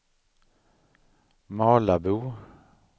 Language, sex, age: Swedish, male, 39